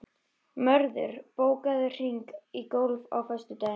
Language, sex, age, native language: Icelandic, female, 13, Icelandic